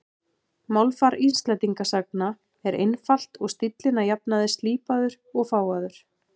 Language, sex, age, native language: Icelandic, female, 30-39, Icelandic